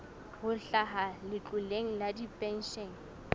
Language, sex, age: Southern Sotho, female, 19